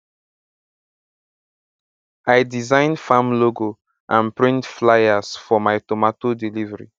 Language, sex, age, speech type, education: Nigerian Pidgin, male, 15-29, spontaneous, secondary